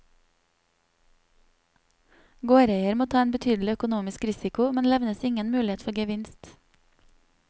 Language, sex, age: Norwegian, female, 27